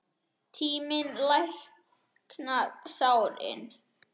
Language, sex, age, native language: Icelandic, male, 10, Icelandic